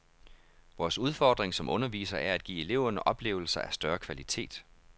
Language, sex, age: Danish, male, 31